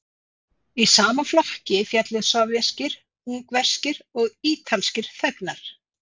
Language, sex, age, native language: Icelandic, female, 50-59, Icelandic